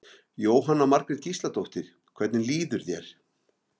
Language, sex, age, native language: Icelandic, male, 50-59, Icelandic